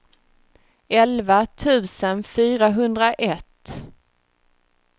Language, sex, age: Swedish, female, 36